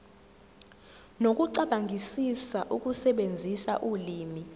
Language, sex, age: Zulu, female, 17